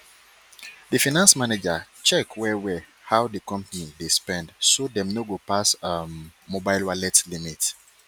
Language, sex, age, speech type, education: Nigerian Pidgin, male, 30-45, spontaneous, tertiary